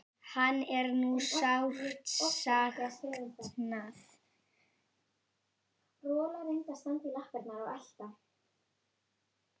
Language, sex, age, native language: Icelandic, male, 8, Icelandic